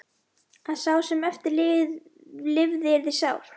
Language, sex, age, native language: Icelandic, female, 11, Icelandic